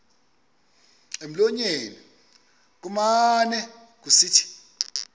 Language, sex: Xhosa, male